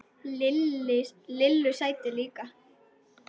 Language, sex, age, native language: Icelandic, female, 10, Icelandic